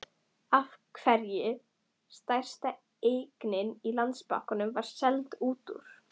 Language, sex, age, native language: Icelandic, female, 11, Icelandic